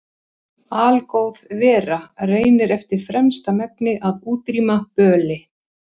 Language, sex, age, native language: Icelandic, female, 60-69, Icelandic